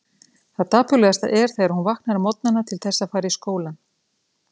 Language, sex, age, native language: Icelandic, female, 30-39, Icelandic